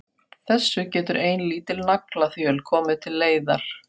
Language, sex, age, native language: Icelandic, female, 40-49, Faroese